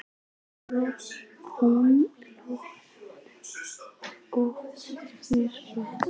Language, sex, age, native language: Icelandic, female, 11, Icelandic